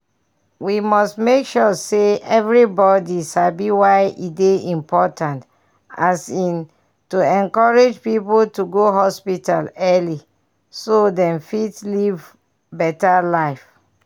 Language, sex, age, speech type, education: Nigerian Pidgin, female, 30-45, spontaneous, tertiary